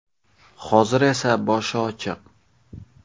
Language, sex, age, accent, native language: Uzbek, male, 18-24, Xorazm, Uzbek